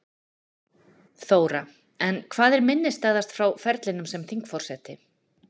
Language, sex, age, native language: Icelandic, female, 40-49, Icelandic